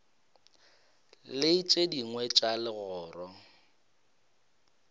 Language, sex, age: Northern Sotho, male, 22